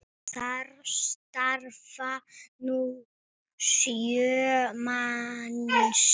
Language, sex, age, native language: Icelandic, female, 9, Icelandic